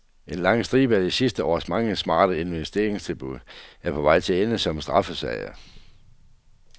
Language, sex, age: Danish, male, 48